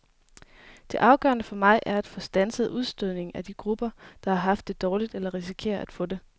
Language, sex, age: Danish, female, 23